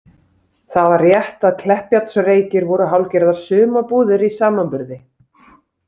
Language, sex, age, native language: Icelandic, female, 30-39, Icelandic